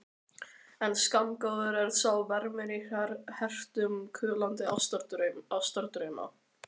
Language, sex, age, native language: Icelandic, male, 13, Icelandic